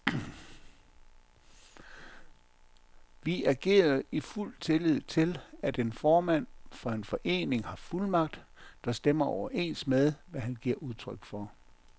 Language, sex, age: Danish, male, 57